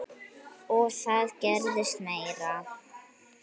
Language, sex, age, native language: Icelandic, female, 9, Icelandic